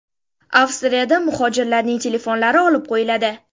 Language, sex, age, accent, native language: Uzbek, female, 19-29, Sirdaryo, Uzbek